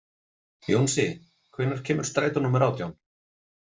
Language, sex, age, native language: Icelandic, male, 40-49, Icelandic